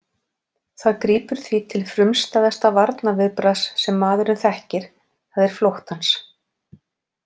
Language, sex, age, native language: Icelandic, female, 40-49, Icelandic